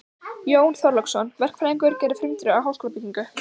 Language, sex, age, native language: Icelandic, female, 15, Icelandic